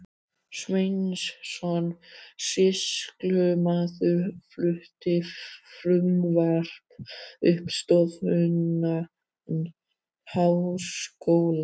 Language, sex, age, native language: Icelandic, male, 12, Icelandic